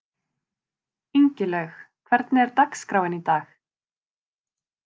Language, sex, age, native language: Icelandic, female, 30-39, Icelandic